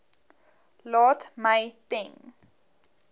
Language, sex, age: Afrikaans, female, 20